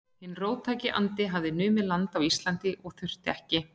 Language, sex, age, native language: Icelandic, female, 40-49, Icelandic